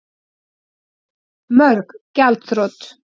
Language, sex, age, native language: Icelandic, female, 40-49, Icelandic